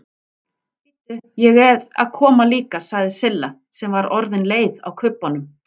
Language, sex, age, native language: Icelandic, female, 40-49, Icelandic